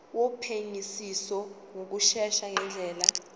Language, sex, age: Zulu, female, 19